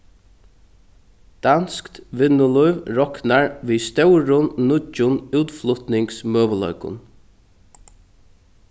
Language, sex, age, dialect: Faroese, male, 36-60, Norðurstreymoy/Eysturoy